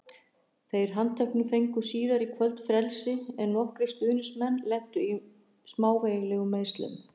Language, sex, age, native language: Icelandic, female, 60-69, Icelandic